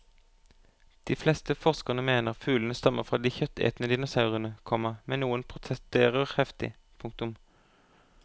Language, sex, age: Norwegian, male, 25